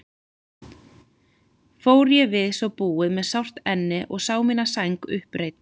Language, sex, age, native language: Icelandic, female, 30-39, Icelandic